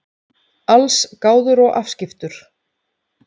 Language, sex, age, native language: Icelandic, female, 30-39, Icelandic